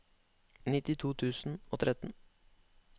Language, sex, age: Norwegian, male, 25